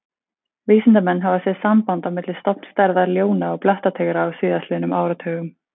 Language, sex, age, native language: Icelandic, female, 20-29, Icelandic